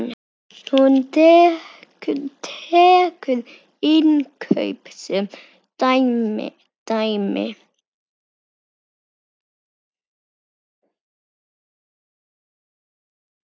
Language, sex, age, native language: Icelandic, female, 9, Icelandic